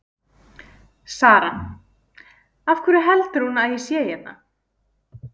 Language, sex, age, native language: Icelandic, female, 20-29, Icelandic